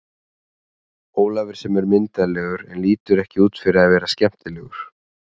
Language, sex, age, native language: Icelandic, male, 30-39, Icelandic